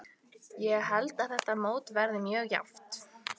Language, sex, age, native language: Icelandic, female, 18-19, Icelandic